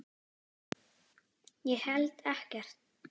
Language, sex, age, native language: Icelandic, female, 10, Icelandic